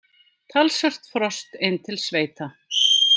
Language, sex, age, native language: Icelandic, female, 50-59, Icelandic